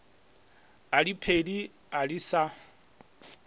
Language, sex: Northern Sotho, male